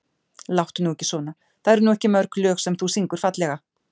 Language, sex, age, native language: Icelandic, female, 50-59, Icelandic